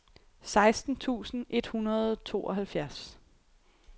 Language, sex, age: Danish, female, 28